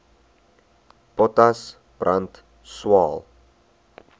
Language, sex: Afrikaans, male